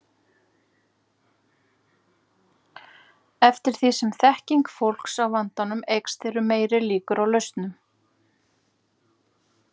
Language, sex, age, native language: Icelandic, female, 40-49, Icelandic